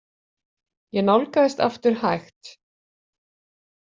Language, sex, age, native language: Icelandic, female, 40-49, Icelandic